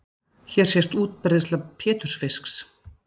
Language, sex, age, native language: Icelandic, female, 40-49, Icelandic